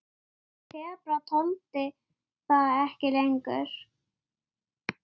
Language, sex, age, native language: Icelandic, male, 9, Icelandic